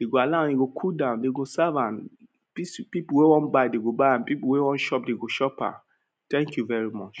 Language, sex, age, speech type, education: Nigerian Pidgin, male, 30-45, spontaneous, tertiary